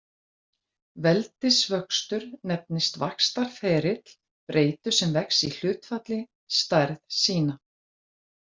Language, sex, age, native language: Icelandic, female, 40-49, Icelandic